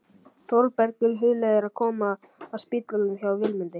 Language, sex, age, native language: Icelandic, male, 11, Icelandic